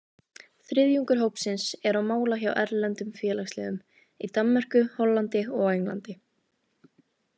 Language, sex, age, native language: Icelandic, female, 18-19, Icelandic